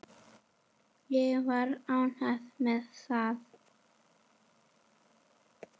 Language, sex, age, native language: Icelandic, female, 10, Icelandic